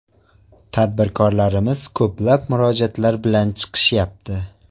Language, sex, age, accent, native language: Uzbek, male, 18-24, Surxondaryo, Uzbek